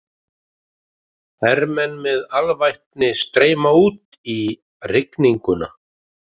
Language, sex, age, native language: Icelandic, male, 50-59, Icelandic